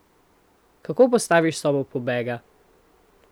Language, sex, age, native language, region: Slovenian, female, 18-29, Slovenian, Central Slovenia